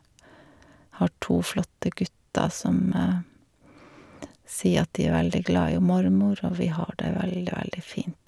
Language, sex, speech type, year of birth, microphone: Norwegian, female, spontaneous, 1952, Shure